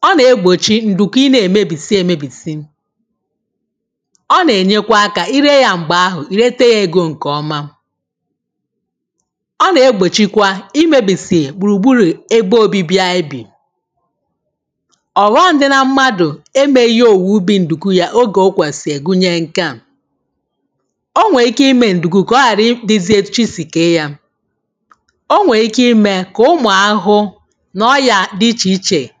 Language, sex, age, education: Igbo, female, 15-29, tertiary